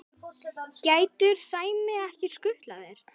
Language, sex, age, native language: Icelandic, female, 10, Icelandic